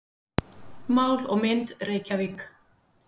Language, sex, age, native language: Icelandic, female, 50-59, Icelandic